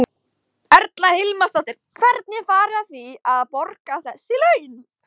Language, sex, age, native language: Icelandic, female, 16, Icelandic